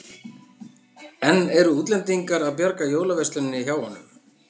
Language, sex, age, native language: Icelandic, male, 50-59, Icelandic